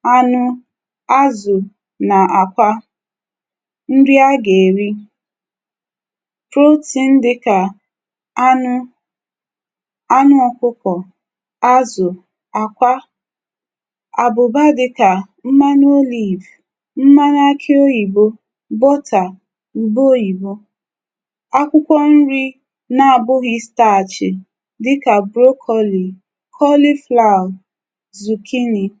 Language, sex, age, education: Igbo, female, 30-45, tertiary